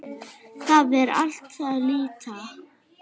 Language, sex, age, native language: Icelandic, female, 9, Icelandic